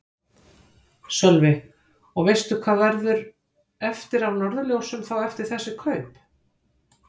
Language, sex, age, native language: Icelandic, female, 50-59, Icelandic